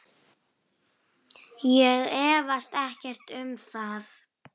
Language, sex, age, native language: Icelandic, female, 9, Icelandic